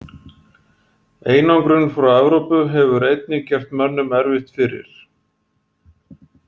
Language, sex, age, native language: Icelandic, male, 40-49, Icelandic